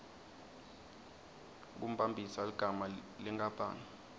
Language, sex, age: Swati, male, 19